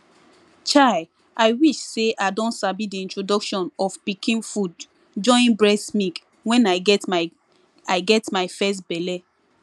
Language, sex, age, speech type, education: Nigerian Pidgin, female, 15-29, spontaneous, tertiary